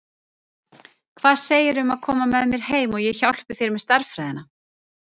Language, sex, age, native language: Icelandic, female, 30-39, Icelandic